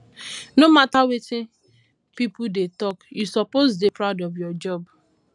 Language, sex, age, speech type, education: Nigerian Pidgin, female, 15-29, spontaneous, tertiary